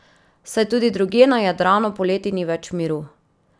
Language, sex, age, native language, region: Slovenian, female, 30-49, Slovenian, Drava region